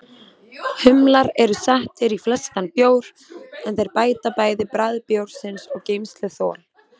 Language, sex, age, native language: Icelandic, female, 20-29, Icelandic